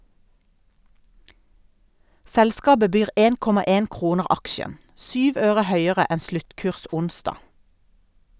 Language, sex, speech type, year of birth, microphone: Norwegian, female, read, 1972, Sennheiser